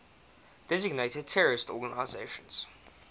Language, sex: English, male